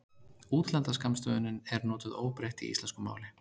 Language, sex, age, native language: Icelandic, male, 30-39, Icelandic